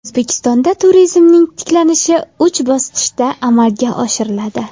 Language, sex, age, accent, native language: Uzbek, female, under 19, Jizzax, Uzbek